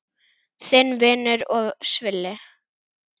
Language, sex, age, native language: Icelandic, female, 9, Icelandic